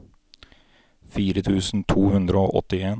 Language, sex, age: Norwegian, male, 29